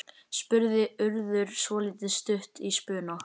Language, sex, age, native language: Icelandic, male, 11, Icelandic